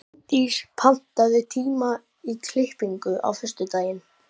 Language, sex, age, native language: Icelandic, male, 12, Icelandic